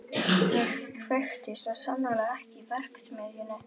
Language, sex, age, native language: Icelandic, male, 11, Icelandic